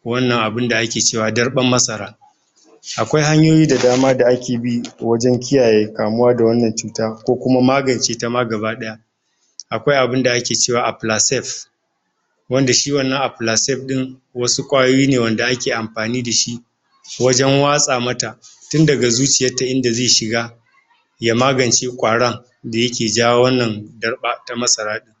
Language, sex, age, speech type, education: Hausa, male, 60+, spontaneous, tertiary